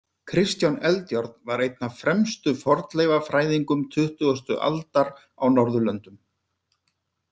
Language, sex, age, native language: Icelandic, male, 50-59, Icelandic